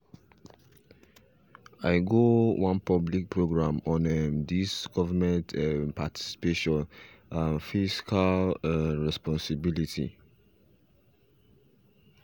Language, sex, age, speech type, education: Nigerian Pidgin, male, 15-29, spontaneous, tertiary